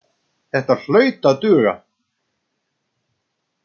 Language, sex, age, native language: Icelandic, male, 60-69, Icelandic